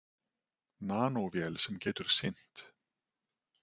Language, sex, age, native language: Icelandic, male, 40-49, Icelandic